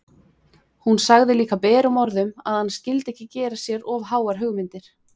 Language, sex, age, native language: Icelandic, female, 20-29, Icelandic